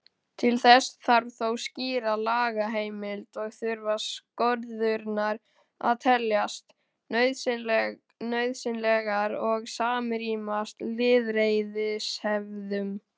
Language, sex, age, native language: Icelandic, male, 18-19, Icelandic